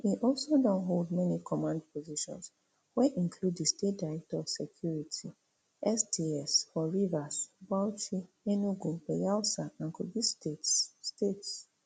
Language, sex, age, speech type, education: Nigerian Pidgin, female, 30-45, spontaneous, tertiary